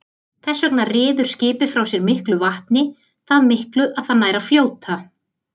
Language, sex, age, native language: Icelandic, female, 30-39, Icelandic